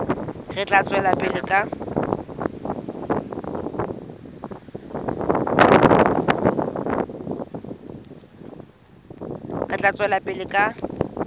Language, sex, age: Southern Sotho, female, 19